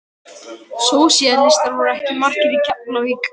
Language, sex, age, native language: Icelandic, male, 13, Icelandic